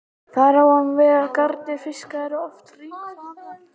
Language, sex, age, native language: Icelandic, male, 18-19, Icelandic